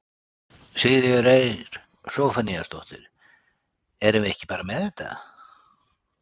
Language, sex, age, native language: Icelandic, male, 60-69, Icelandic